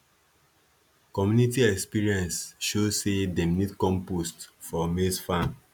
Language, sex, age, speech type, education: Nigerian Pidgin, male, 15-29, spontaneous, tertiary